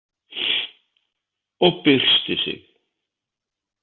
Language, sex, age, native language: Icelandic, male, 50-59, Icelandic